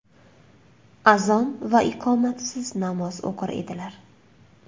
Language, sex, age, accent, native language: Uzbek, female, 25-34, Surxondaryo, Uzbek